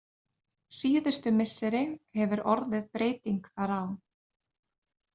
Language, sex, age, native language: Icelandic, female, 30-39, Icelandic